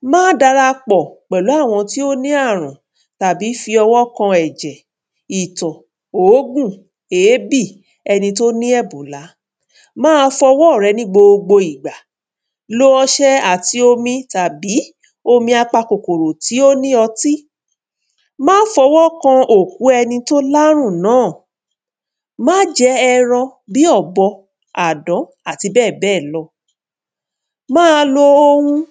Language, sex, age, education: Yoruba, female, 30-45, tertiary